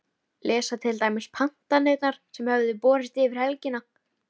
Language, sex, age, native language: Icelandic, female, 13, Icelandic